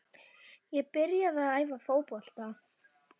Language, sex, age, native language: Icelandic, female, 11, Icelandic